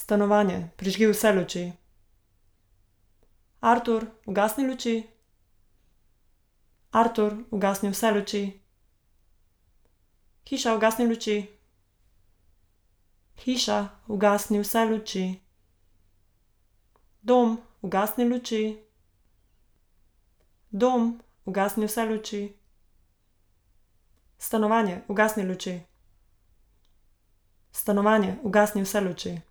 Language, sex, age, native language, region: Slovenian, female, 18-29, Slovenian, Zasavska region